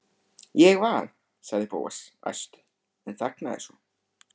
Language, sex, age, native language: Icelandic, male, 13, Icelandic